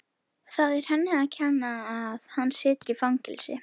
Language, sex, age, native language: Icelandic, female, 11, Icelandic